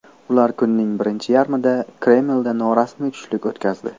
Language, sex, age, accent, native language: Uzbek, male, 18-24, Namangan, Uzbek